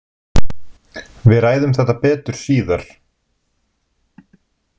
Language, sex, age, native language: Icelandic, male, 20-29, Icelandic